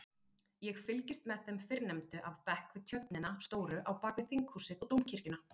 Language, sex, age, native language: Icelandic, female, 40-49, Icelandic